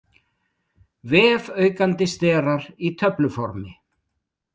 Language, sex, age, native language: Icelandic, male, 60-69, Icelandic